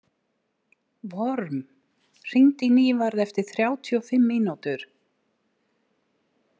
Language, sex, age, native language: Icelandic, female, 60-69, Icelandic